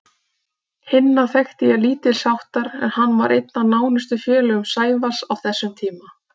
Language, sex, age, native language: Icelandic, female, 30-39, Icelandic